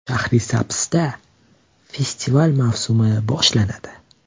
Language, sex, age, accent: Uzbek, male, 18-24, Toshkent shahri